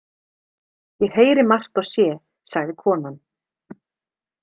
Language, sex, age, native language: Icelandic, female, 30-39, Icelandic